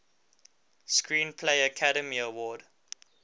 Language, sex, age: English, male, 19